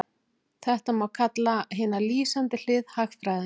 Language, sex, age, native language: Icelandic, female, 40-49, Icelandic